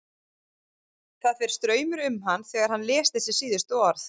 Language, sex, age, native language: Icelandic, female, 30-39, Icelandic